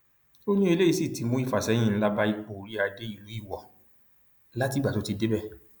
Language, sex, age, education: Yoruba, male, 30-45, tertiary